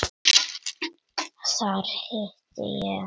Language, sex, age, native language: Icelandic, male, 9, Icelandic